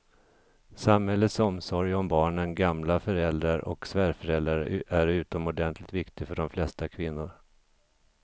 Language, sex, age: Swedish, male, 50